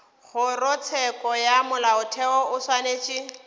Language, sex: Northern Sotho, female